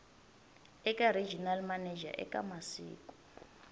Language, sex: Tsonga, female